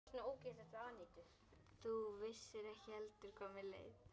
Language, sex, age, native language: Icelandic, female, 11, Icelandic